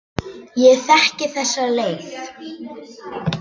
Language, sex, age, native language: Icelandic, female, 9, Icelandic